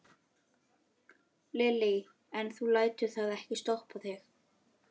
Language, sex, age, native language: Icelandic, female, 11, Icelandic